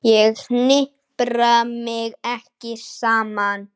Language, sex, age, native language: Icelandic, male, 9, Icelandic